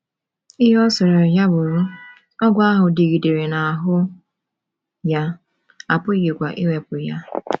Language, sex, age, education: Igbo, female, 15-29, tertiary